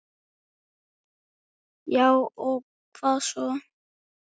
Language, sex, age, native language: Icelandic, male, 9, Icelandic